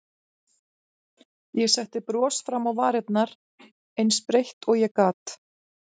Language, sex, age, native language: Icelandic, female, 40-49, Icelandic